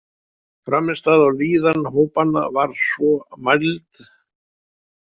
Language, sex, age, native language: Icelandic, male, 70-79, Icelandic